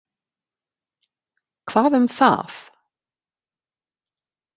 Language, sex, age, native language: Icelandic, female, 50-59, Icelandic